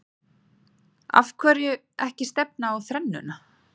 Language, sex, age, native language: Icelandic, female, 30-39, Icelandic